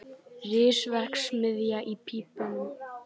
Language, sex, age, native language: Icelandic, male, 18-19, Icelandic